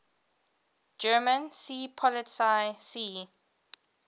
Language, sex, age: English, female, 22